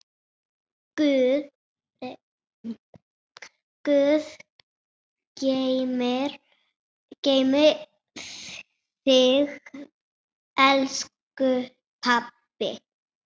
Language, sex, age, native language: Icelandic, female, 6, Icelandic